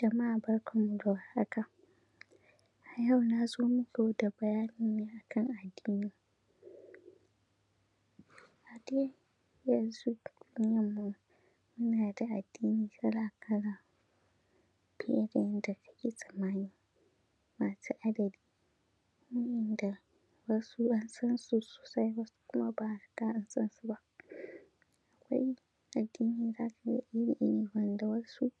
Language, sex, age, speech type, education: Hausa, female, 15-29, spontaneous, secondary